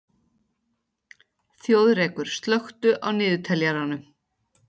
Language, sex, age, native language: Icelandic, female, 40-49, Icelandic